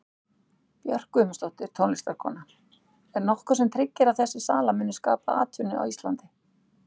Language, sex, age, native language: Icelandic, female, 60-69, Icelandic